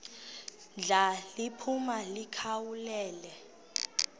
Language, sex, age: Xhosa, female, 21